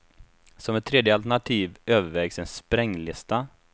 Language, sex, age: Swedish, male, 24